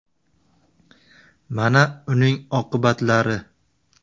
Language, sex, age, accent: Uzbek, male, 18-24, Surxondaryo